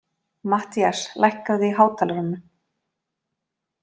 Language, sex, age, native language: Icelandic, female, 40-49, Icelandic